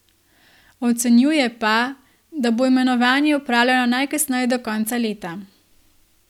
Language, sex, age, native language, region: Slovenian, female, 18-29, Slovenian, Gorenjska region